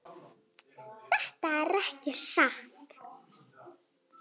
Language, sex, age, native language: Icelandic, female, 10, Icelandic